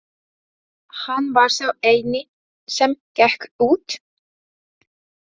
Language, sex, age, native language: Icelandic, female, 20-29, Latvian